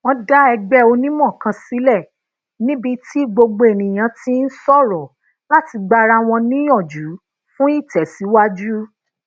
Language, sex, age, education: Yoruba, female, 30-45, tertiary